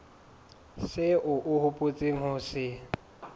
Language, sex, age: Southern Sotho, male, 22